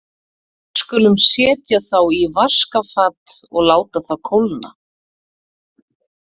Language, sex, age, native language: Icelandic, female, 30-39, Icelandic